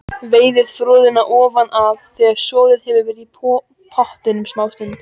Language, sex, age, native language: Icelandic, female, 14, Icelandic